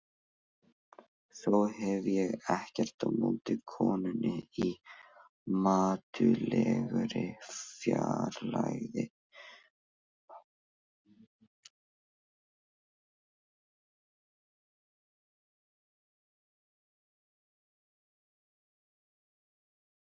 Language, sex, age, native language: Icelandic, male, 16, Icelandic